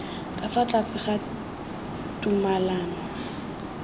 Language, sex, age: Tswana, female, 20